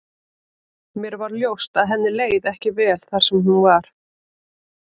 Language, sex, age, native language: Icelandic, female, 30-39, Icelandic